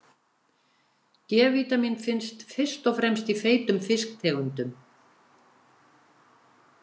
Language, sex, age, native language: Icelandic, female, 70-79, Icelandic